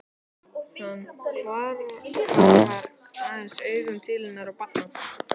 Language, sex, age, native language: Icelandic, male, 11, Icelandic